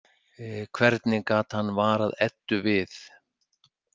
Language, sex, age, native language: Icelandic, male, 60-69, Icelandic